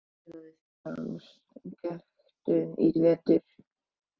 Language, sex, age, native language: Icelandic, male, 14, Icelandic